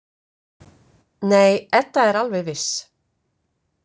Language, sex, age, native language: Icelandic, female, 50-59, Icelandic